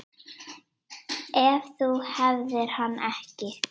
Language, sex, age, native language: Icelandic, female, 8, Icelandic